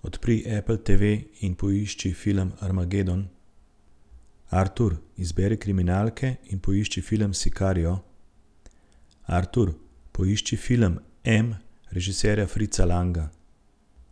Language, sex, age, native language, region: Slovenian, male, 30-49, Slovenian, Central Slovenia